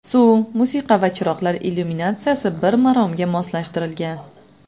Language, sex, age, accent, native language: Uzbek, female, 25-34, Navoiy, Uzbek